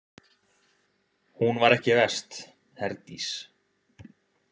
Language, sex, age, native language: Icelandic, male, 20-29, Icelandic